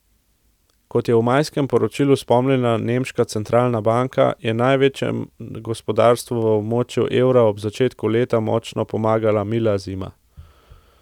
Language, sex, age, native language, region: Slovenian, male, 18-29, Slovenian, Central Slovenia